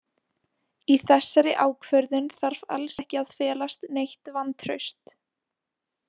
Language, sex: Icelandic, female